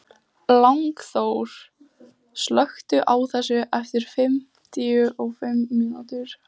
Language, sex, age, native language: Icelandic, female, 14, Icelandic